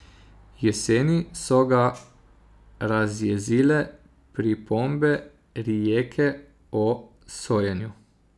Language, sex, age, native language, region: Slovenian, male, 30-49, Slovenian, Zasavska region